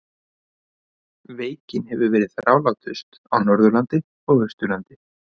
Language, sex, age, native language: Icelandic, male, 30-39, Icelandic